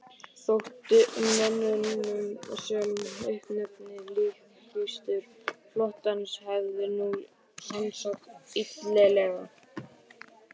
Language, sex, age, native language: Icelandic, male, 12, Icelandic